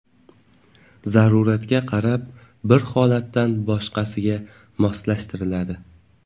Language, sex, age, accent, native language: Uzbek, male, 18-24, Navoiy, Uzbek